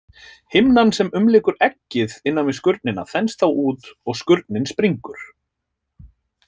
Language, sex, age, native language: Icelandic, male, 30-39, Icelandic